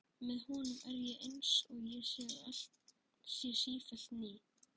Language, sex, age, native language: Icelandic, male, 11, Icelandic